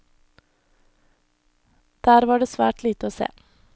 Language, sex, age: Norwegian, female, 21